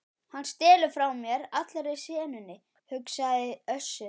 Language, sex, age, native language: Icelandic, male, 12, Icelandic